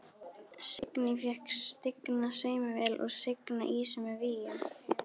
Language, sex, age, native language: Icelandic, female, 13, Icelandic